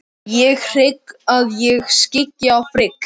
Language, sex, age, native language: Icelandic, male, 13, Icelandic